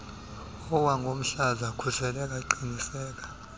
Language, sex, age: Xhosa, male, 26